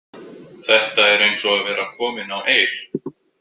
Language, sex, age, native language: Icelandic, male, 20-29, Icelandic